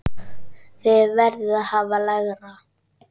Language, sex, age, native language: Icelandic, female, 10, Icelandic